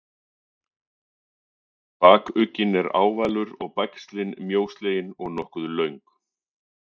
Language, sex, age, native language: Icelandic, male, 40-49, Icelandic